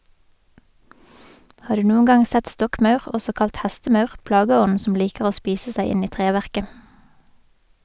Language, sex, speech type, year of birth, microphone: Norwegian, female, read, 1985, Sennheiser